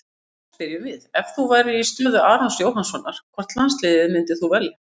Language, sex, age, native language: Icelandic, female, 50-59, Icelandic